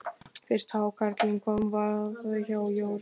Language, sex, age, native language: Icelandic, male, 12, Icelandic